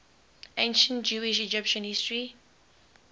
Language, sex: English, female